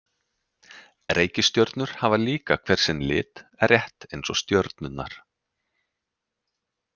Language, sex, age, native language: Icelandic, male, 30-39, Icelandic